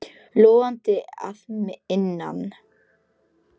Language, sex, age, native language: Icelandic, female, 10, Polish